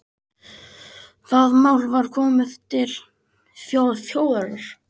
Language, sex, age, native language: Icelandic, male, 20-29, Icelandic